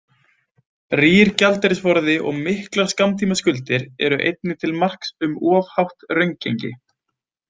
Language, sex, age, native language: Icelandic, male, 20-29, Icelandic